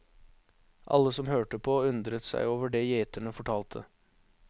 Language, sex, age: Norwegian, male, 21